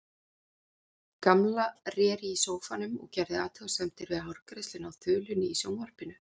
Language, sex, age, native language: Icelandic, female, 40-49, Icelandic